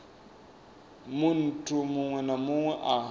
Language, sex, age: Venda, male, 24